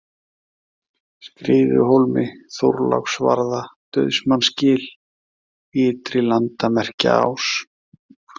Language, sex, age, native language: Icelandic, male, 30-39, Icelandic